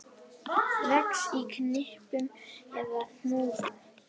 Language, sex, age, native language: Icelandic, female, 10, Icelandic